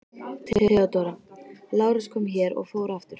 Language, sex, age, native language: Icelandic, female, 13, Icelandic